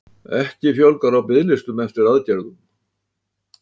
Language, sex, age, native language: Icelandic, male, 80-89, Icelandic